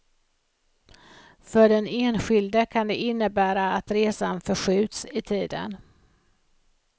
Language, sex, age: Swedish, female, 56